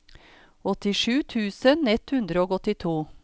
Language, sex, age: Norwegian, female, 53